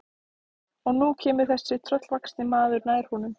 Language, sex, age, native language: Icelandic, female, 14, Icelandic